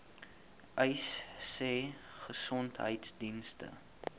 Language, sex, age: Afrikaans, male, 19